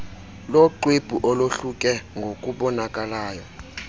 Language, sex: Xhosa, male